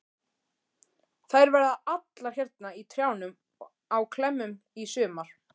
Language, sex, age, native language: Icelandic, male, 13, Icelandic